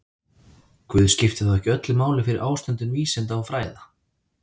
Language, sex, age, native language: Icelandic, male, 30-39, Icelandic